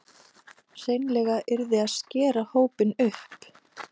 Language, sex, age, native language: Icelandic, female, 30-39, Icelandic